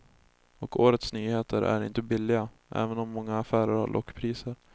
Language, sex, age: Swedish, male, 20